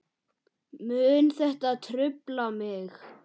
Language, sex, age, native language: Icelandic, male, 8, Icelandic